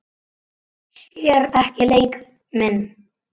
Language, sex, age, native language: Icelandic, male, 9, Icelandic